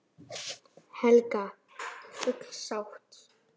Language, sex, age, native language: Icelandic, female, 8, Icelandic